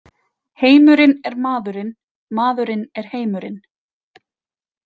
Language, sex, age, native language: Icelandic, female, 30-39, Icelandic